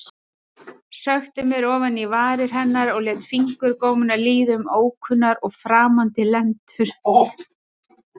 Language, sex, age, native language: Icelandic, female, 30-39, Icelandic